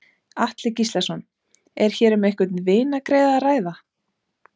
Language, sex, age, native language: Icelandic, female, 30-39, Icelandic